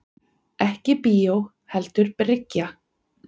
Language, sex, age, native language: Icelandic, female, 40-49, Icelandic